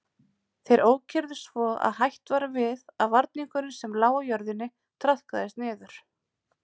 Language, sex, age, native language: Icelandic, female, 30-39, Icelandic